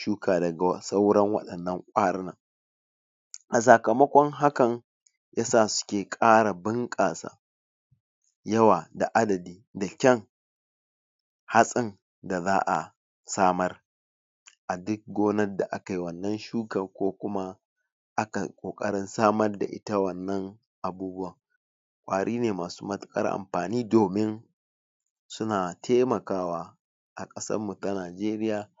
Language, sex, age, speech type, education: Hausa, male, 46-60, spontaneous, tertiary